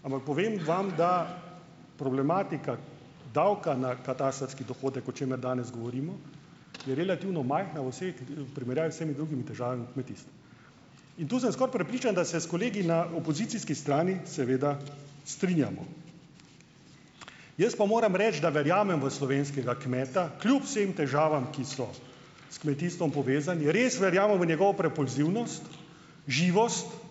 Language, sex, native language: Slovenian, male, Slovenian